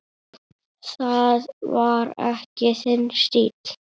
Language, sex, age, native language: Icelandic, male, 8, Icelandic